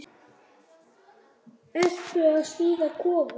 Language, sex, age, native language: Icelandic, male, 7, Icelandic